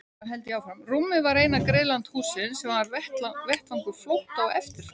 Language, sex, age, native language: Icelandic, female, 18-19, Icelandic